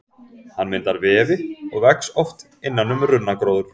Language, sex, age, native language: Icelandic, male, 40-49, Icelandic